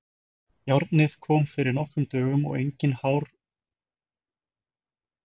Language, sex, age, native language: Icelandic, male, 20-29, Icelandic